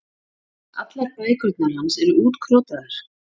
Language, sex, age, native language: Icelandic, female, 40-49, Icelandic